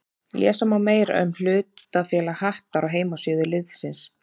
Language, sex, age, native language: Icelandic, female, 30-39, Icelandic